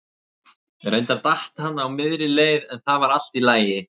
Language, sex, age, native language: Icelandic, male, 30-39, Icelandic